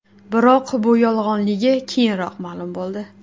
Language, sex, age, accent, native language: Uzbek, female, 18-24, Qashqadaryo, Uzbek